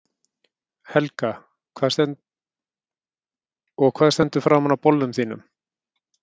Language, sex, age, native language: Icelandic, male, 50-59, Icelandic